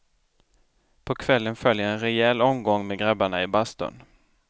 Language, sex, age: Swedish, male, 29